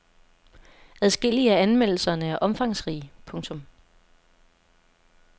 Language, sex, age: Danish, female, 27